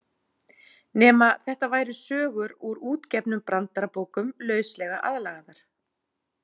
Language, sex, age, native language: Icelandic, female, 40-49, Icelandic